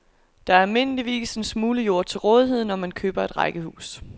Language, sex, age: Danish, female, 22